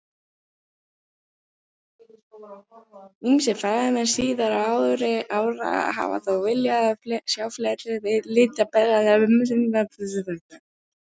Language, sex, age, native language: Icelandic, female, 18-19, Icelandic